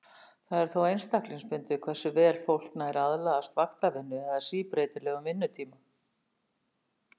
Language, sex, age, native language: Icelandic, female, 60-69, Icelandic